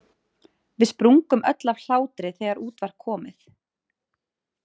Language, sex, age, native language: Icelandic, female, 30-39, Icelandic